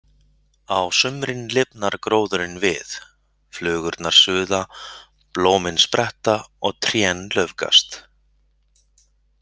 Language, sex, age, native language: Icelandic, male, 40-49, Icelandic